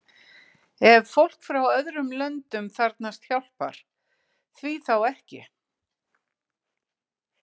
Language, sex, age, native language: Icelandic, female, 60-69, Icelandic